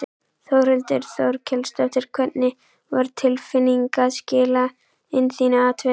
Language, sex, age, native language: Icelandic, female, 11, Icelandic